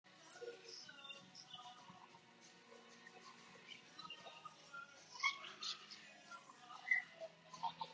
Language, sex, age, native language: Icelandic, female, 30-39, Icelandic